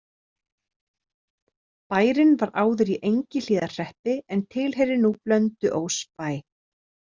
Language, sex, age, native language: Icelandic, female, 30-39, Icelandic